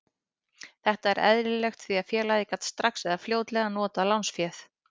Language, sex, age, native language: Icelandic, female, 30-39, Icelandic